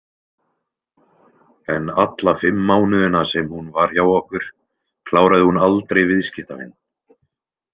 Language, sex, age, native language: Icelandic, male, 20-29, Icelandic